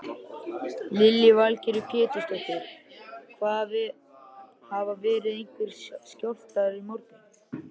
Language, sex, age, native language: Icelandic, male, 13, Icelandic